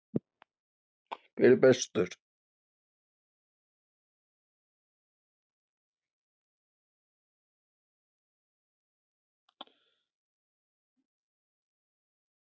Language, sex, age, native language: Icelandic, male, 50-59, Icelandic